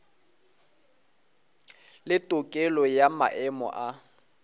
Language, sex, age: Northern Sotho, male, 24